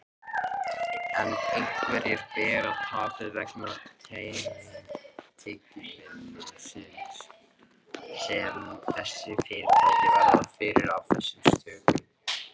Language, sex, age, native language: Icelandic, male, 18-19, Icelandic